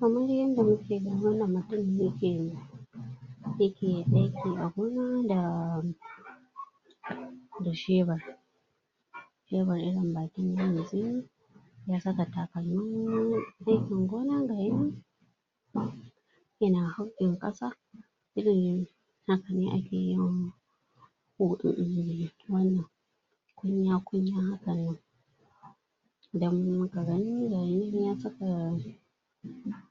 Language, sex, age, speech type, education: Hausa, female, 46-60, spontaneous, tertiary